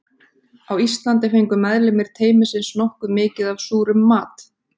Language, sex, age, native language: Icelandic, female, 30-39, Icelandic